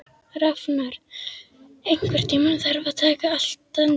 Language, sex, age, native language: Icelandic, female, 11, Icelandic